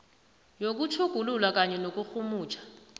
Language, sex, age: South Ndebele, female, 29